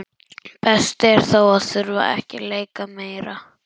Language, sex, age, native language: Icelandic, male, 11, Icelandic